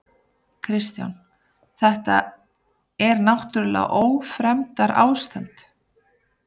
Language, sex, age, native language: Icelandic, female, 30-39, Icelandic